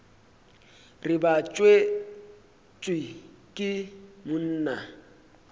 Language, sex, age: Northern Sotho, male, 23